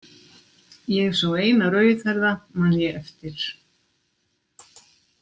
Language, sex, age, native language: Icelandic, female, 60-69, Icelandic